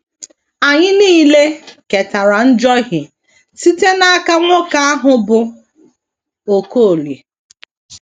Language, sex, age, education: Igbo, female, 30-45, tertiary